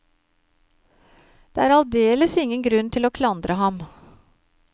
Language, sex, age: Norwegian, female, 53